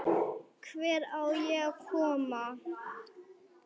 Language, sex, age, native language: Icelandic, male, 9, Icelandic